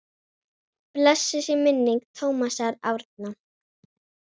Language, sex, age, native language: Icelandic, female, 9, Icelandic